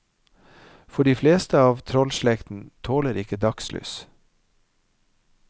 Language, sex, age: Norwegian, male, 55